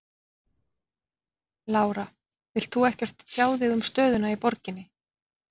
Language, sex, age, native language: Icelandic, female, 40-49, Icelandic